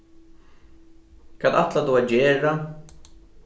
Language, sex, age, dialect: Faroese, male, 15-35, Norðurstreymoy/Eysturoy